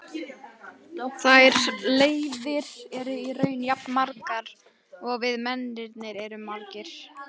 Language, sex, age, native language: Icelandic, female, 18-19, Icelandic